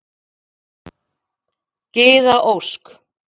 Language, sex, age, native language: Icelandic, female, 40-49, Icelandic